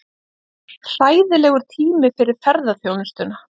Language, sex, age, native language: Icelandic, female, 30-39, Icelandic